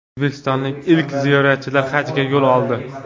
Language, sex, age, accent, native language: Uzbek, male, 18-24, Jizzax, Uzbek